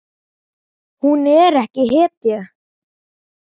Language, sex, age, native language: Icelandic, male, 10, Icelandic